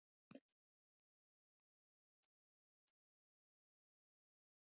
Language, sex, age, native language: Icelandic, female, 70-79, Icelandic